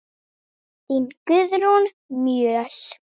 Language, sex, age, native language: Icelandic, female, 7, Icelandic